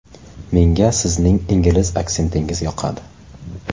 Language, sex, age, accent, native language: Uzbek, male, 18-24, Qashqadaryo, Uzbek